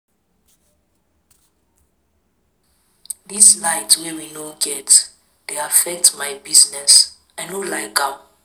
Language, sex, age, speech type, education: Nigerian Pidgin, female, 15-29, spontaneous, tertiary